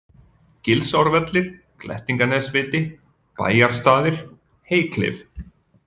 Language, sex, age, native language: Icelandic, male, 40-49, Icelandic